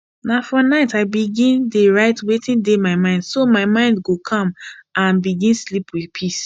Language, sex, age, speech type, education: Nigerian Pidgin, female, 15-29, spontaneous, tertiary